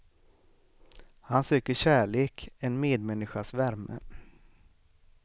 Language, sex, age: Swedish, male, 38